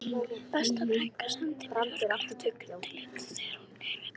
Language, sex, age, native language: Icelandic, female, 18-19, Icelandic